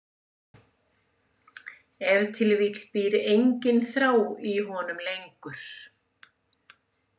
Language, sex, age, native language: Icelandic, female, 70-79, Icelandic